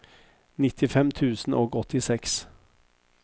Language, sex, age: Norwegian, male, 50